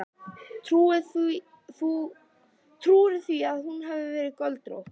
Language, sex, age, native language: Icelandic, female, 11, Icelandic